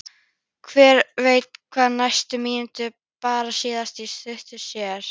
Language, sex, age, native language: Icelandic, female, 13, Icelandic